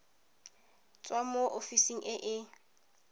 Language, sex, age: Tswana, female, 31